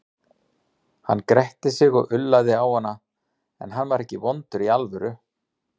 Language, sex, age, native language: Icelandic, male, 40-49, Icelandic